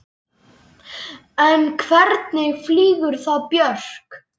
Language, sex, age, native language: Icelandic, male, 10, Icelandic